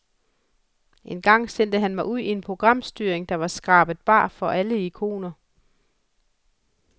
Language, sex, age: Danish, female, 41